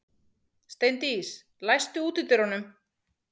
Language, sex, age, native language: Icelandic, female, 40-49, Icelandic